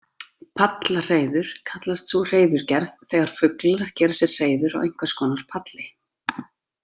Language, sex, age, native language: Icelandic, female, 40-49, Icelandic